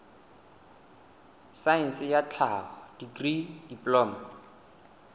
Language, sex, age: Southern Sotho, male, 22